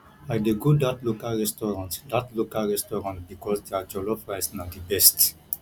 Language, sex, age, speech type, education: Nigerian Pidgin, male, 15-29, spontaneous, tertiary